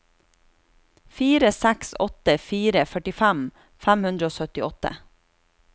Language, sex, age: Norwegian, female, 36